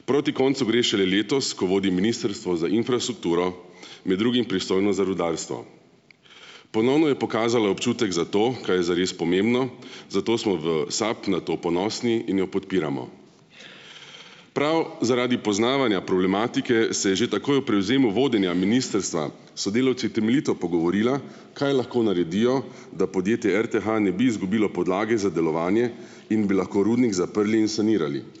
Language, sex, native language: Slovenian, male, Slovenian